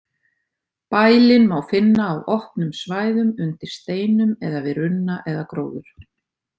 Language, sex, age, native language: Icelandic, female, 50-59, Icelandic